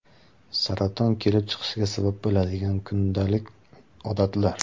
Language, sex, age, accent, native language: Uzbek, male, 18-24, Surxondaryo, Uzbek